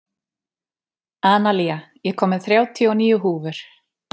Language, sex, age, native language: Icelandic, female, 30-39, Icelandic